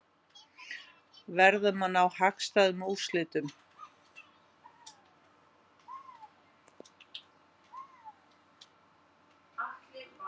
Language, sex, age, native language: Icelandic, female, 50-59, Icelandic